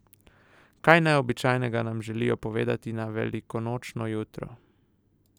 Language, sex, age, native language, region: Slovenian, male, 18-29, Slovenian, Southeast Slovenia